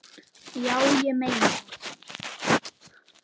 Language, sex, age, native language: Icelandic, male, 9, Icelandic